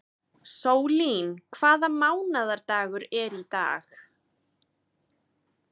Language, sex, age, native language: Icelandic, female, 20-29, Icelandic